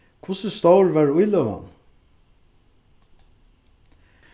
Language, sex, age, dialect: Faroese, male, 36-60, Suðurstreymoy